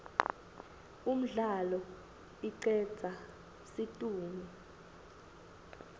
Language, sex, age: Swati, female, 20